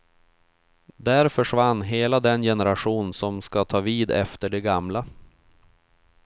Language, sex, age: Swedish, male, 31